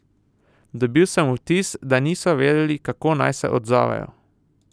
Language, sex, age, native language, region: Slovenian, male, 18-29, Slovenian, Southeast Slovenia